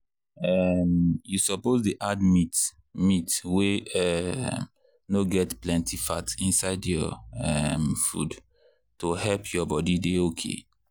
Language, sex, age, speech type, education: Nigerian Pidgin, male, 30-45, spontaneous, tertiary